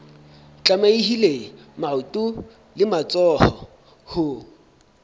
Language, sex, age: Southern Sotho, male, 23